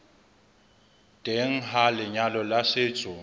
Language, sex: Southern Sotho, male